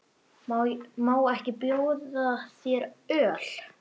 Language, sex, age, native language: Icelandic, male, 10, Icelandic